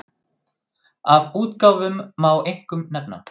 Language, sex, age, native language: Icelandic, female, 6, Icelandic